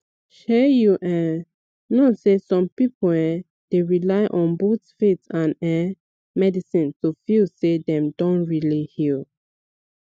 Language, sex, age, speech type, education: Nigerian Pidgin, female, 15-29, spontaneous, tertiary